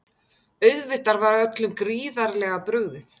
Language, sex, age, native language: Icelandic, female, 50-59, Icelandic